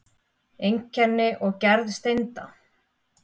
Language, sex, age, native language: Icelandic, female, 30-39, Icelandic